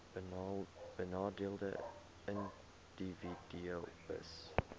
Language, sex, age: Afrikaans, male, 22